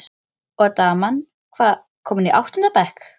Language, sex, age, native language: Icelandic, female, 13, Icelandic